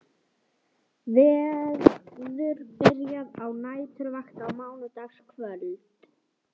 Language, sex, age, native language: Icelandic, female, 18-19, Swedish